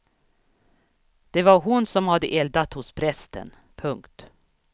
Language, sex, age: Swedish, female, 61